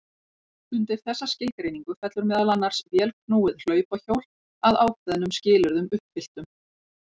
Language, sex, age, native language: Icelandic, female, 40-49, Icelandic